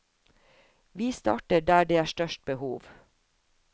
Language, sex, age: Norwegian, female, 50